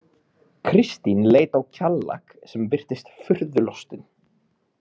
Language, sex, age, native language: Icelandic, male, 30-39, Icelandic